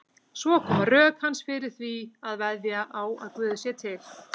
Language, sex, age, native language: Icelandic, female, 18-19, Icelandic